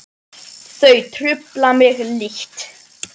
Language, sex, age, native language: Icelandic, male, 10, Icelandic